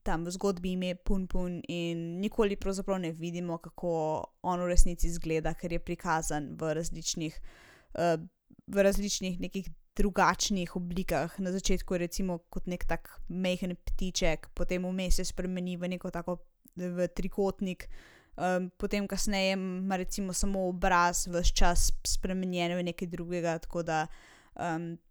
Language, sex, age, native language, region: Slovenian, female, 18-29, Slovenian, Zasavska region